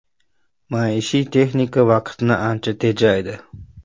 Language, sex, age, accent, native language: Uzbek, male, 18-24, Andijon, Uzbek